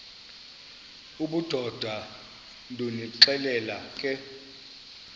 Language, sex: Xhosa, male